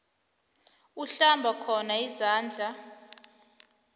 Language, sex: South Ndebele, female